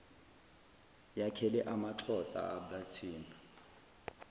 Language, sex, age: Zulu, male, 20